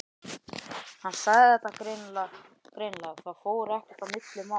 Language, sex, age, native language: Icelandic, male, 11, Icelandic